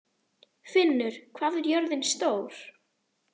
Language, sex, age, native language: Icelandic, female, 30-39, Icelandic